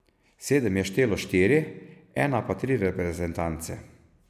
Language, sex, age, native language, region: Slovenian, male, 50-59, Slovenian, Savinja region